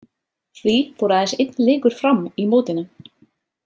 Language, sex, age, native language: Icelandic, female, 30-39, Icelandic